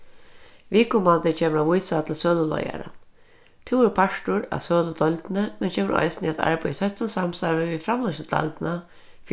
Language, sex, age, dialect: Faroese, female, 36-60, Norðurstreymoy/Eysturoy